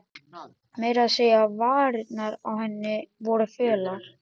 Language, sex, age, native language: Icelandic, male, 13, Icelandic